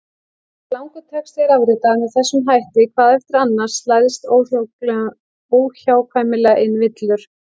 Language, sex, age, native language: Icelandic, female, 18-19, Icelandic